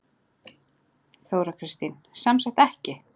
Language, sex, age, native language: Icelandic, female, 9, Icelandic